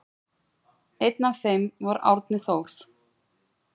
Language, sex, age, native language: Icelandic, female, 40-49, Icelandic